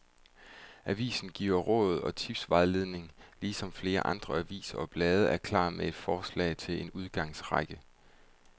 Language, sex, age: Danish, male, 31